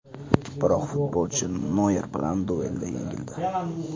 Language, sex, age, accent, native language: Uzbek, male, 18-24, Andijon, Uzbek